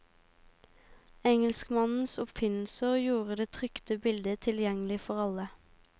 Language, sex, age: Norwegian, female, 18